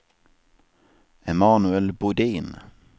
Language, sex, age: Swedish, male, 27